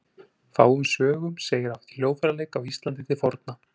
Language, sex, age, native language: Icelandic, male, 40-49, Icelandic